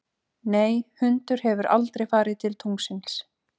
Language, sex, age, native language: Icelandic, female, 30-39, Icelandic